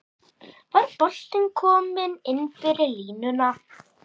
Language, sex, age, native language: Icelandic, male, 10, Icelandic